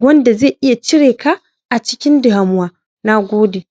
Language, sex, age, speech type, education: Hausa, male, 15-29, spontaneous, secondary